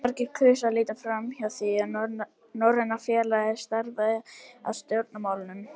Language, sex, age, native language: Icelandic, female, 70-79, Icelandic